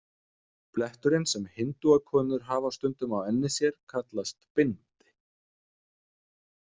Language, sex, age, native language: Icelandic, male, 30-39, Danish